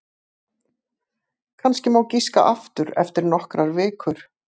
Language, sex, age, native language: Icelandic, female, 50-59, Icelandic